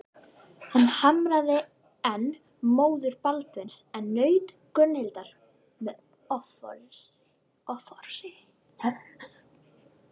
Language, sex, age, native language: Icelandic, female, 11, Icelandic